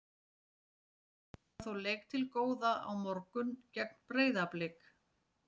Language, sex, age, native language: Icelandic, female, 40-49, Icelandic